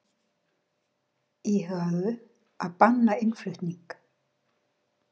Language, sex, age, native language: Icelandic, female, 60-69, Icelandic